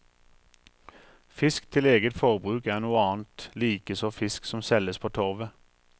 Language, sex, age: Norwegian, male, 43